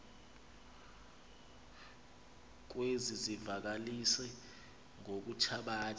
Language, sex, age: Xhosa, male, 26